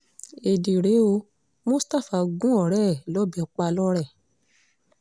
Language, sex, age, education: Yoruba, female, 15-29, secondary